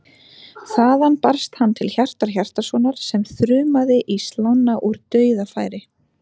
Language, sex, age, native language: Icelandic, female, 30-39, Icelandic